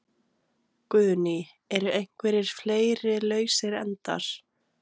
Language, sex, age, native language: Icelandic, female, 18-19, Icelandic